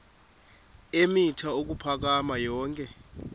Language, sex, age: Xhosa, female, 28